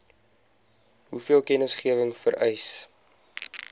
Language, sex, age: Afrikaans, male, 20